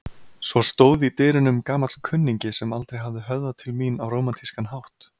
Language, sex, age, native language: Icelandic, male, 30-39, Icelandic